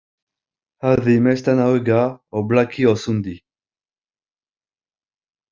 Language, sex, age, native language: Icelandic, male, 50-59, French